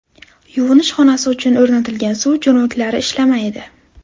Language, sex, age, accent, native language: Uzbek, female, 12-17, Navoiy, Uzbek